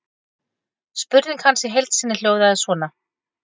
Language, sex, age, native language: Icelandic, female, 40-49, Icelandic